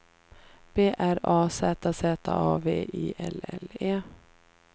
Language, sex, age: Swedish, female, 33